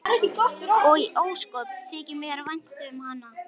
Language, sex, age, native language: Icelandic, male, 11, Icelandic